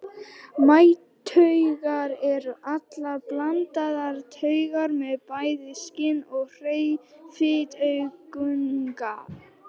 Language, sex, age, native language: Icelandic, female, 18-19, Icelandic